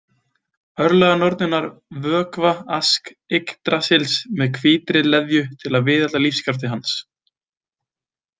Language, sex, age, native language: Icelandic, male, 20-29, Icelandic